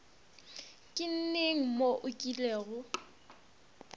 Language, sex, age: Northern Sotho, female, 22